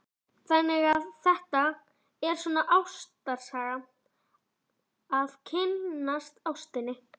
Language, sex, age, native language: Icelandic, female, 11, Icelandic